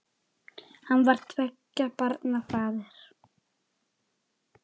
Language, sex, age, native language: Icelandic, male, 7, Icelandic